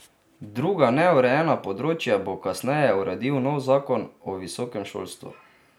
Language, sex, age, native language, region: Slovenian, male, 30-49, Slovenian, Drava region